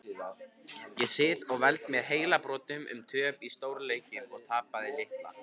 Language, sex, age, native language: Icelandic, male, 50-59, Icelandic